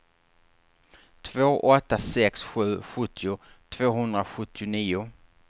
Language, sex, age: Swedish, male, 48